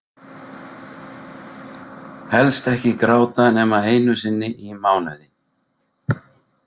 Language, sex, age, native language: Icelandic, male, 40-49, Icelandic